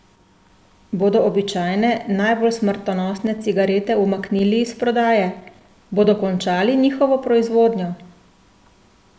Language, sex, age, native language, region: Slovenian, female, 30-49, Slovenian, Central Slovenia